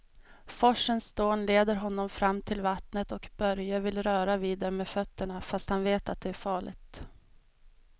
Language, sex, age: Swedish, female, 32